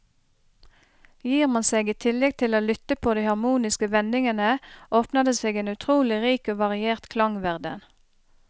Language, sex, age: Norwegian, female, 30